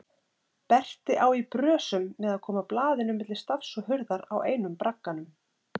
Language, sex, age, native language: Icelandic, female, 30-39, Icelandic